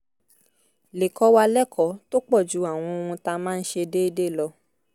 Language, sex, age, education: Yoruba, female, 15-29, tertiary